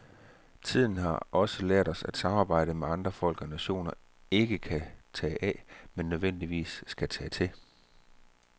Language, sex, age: Danish, male, 34